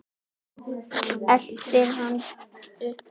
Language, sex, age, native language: Icelandic, male, 9, Icelandic